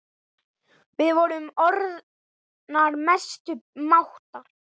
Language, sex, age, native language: Icelandic, male, 8, Icelandic